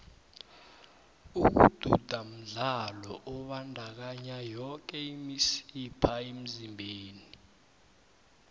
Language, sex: South Ndebele, male